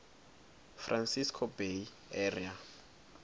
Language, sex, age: Swati, male, 21